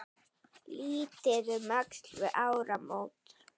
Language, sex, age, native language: Icelandic, female, 9, Icelandic